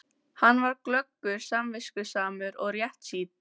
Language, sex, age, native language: Icelandic, female, 14, Icelandic